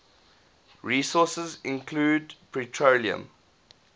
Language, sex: English, male